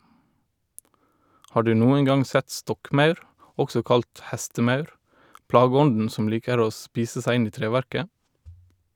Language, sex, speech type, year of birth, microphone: Norwegian, male, read, 1989, Shure